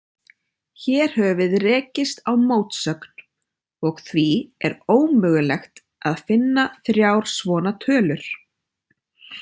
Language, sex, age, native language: Icelandic, female, 30-39, Icelandic